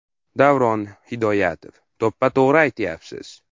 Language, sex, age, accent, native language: Uzbek, male, under 19, Farg'ona, Uzbek